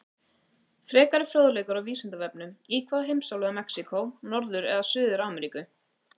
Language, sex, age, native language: Icelandic, female, 18-19, Icelandic